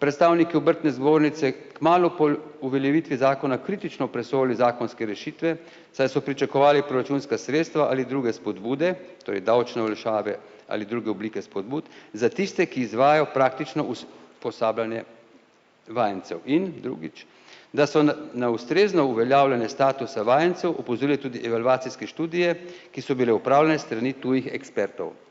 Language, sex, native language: Slovenian, male, Slovenian